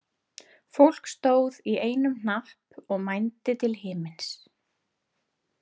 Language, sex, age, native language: Icelandic, female, 30-39, Icelandic